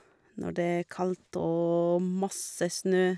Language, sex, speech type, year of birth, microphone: Norwegian, female, spontaneous, 1984, Shure